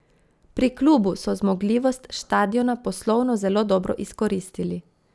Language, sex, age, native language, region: Slovenian, female, 30-49, Slovenian, Gorica region